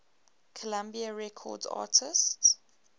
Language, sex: English, female